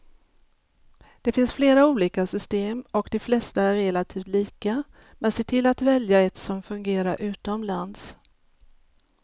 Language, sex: Swedish, female